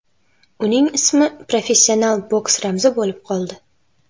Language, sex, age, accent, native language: Uzbek, female, 12-17, Toshkent viloyati, Uzbek